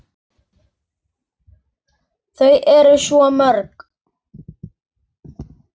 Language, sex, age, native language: Icelandic, male, 8, Icelandic